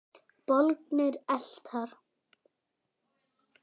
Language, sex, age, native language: Icelandic, female, 9, Icelandic